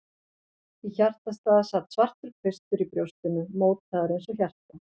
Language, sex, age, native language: Icelandic, female, 40-49, Icelandic